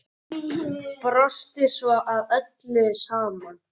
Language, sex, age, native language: Icelandic, male, 10, Icelandic